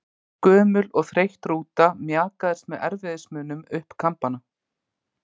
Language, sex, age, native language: Icelandic, male, 20-29, Icelandic